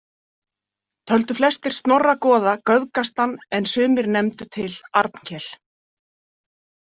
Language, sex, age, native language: Icelandic, female, 40-49, Icelandic